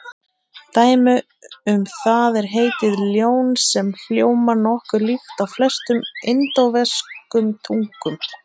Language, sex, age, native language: Icelandic, female, 30-39, Icelandic